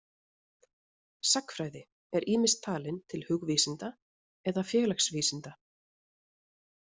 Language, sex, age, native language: Icelandic, female, 30-39, Icelandic